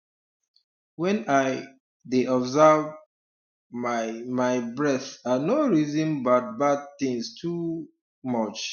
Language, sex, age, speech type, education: Nigerian Pidgin, male, 30-45, spontaneous, tertiary